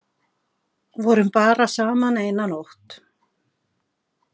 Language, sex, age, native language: Icelandic, female, 50-59, Icelandic